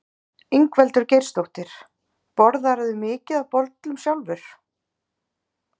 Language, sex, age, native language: Icelandic, female, 30-39, Icelandic